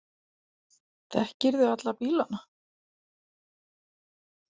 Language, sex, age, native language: Icelandic, female, 40-49, Icelandic